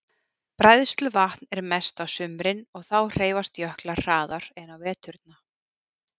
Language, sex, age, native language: Icelandic, female, 40-49, Icelandic